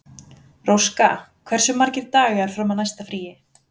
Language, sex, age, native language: Icelandic, female, 30-39, Icelandic